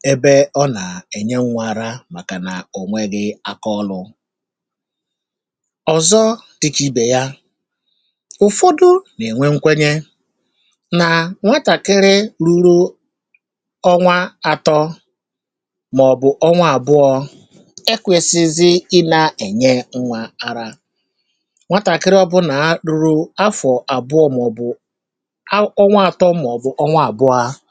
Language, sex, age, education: Igbo, male, 30-45, tertiary